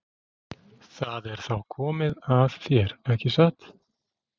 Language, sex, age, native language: Icelandic, male, 40-49, Icelandic